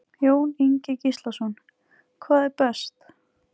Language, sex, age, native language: Icelandic, female, 20-29, Icelandic